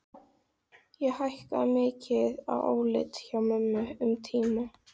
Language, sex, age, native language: Icelandic, female, 13, Icelandic